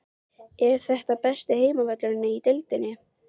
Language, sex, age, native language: Icelandic, female, 12, Icelandic